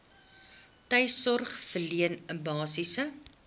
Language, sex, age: Afrikaans, female, 21